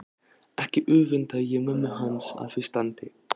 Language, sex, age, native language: Icelandic, male, 13, Icelandic